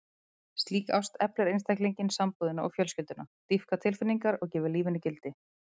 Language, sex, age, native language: Icelandic, female, 30-39, Icelandic